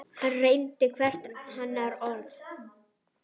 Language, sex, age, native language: Icelandic, female, 10, Icelandic